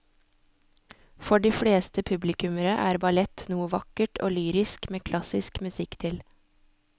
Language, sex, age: Norwegian, female, 24